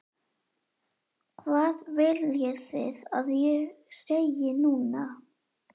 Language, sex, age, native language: Icelandic, female, 11, Icelandic